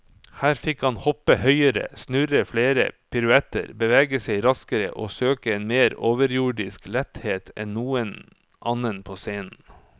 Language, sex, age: Norwegian, male, 44